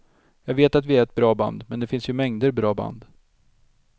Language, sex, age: Swedish, male, 32